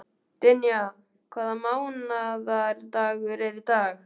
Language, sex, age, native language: Icelandic, male, 12, Icelandic